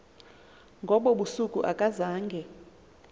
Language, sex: Xhosa, female